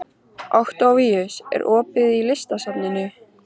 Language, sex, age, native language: Icelandic, female, 13, Icelandic